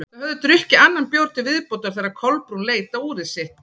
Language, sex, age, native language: Icelandic, female, 40-49, Icelandic